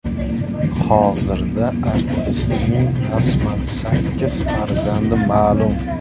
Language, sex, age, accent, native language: Uzbek, male, 25-34, Buxoro, Uzbek